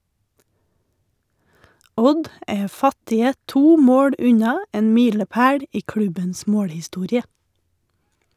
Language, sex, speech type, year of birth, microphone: Norwegian, female, read, 1981, Shure